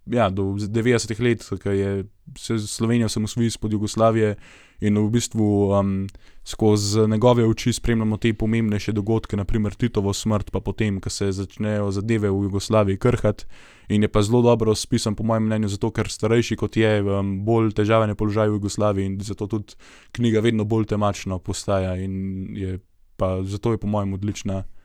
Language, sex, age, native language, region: Slovenian, male, 18-29, Slovenian, Gorenjska region